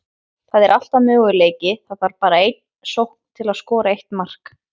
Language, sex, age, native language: Icelandic, female, 30-39, Icelandic